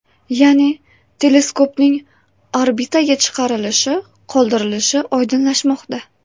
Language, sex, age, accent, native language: Uzbek, female, 18-24, Toshkent viloyati, Uzbek